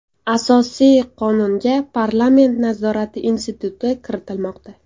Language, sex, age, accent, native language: Uzbek, female, 18-24, Farg'ona, Uzbek